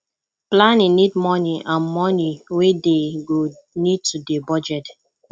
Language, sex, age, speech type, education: Nigerian Pidgin, female, 15-29, spontaneous, tertiary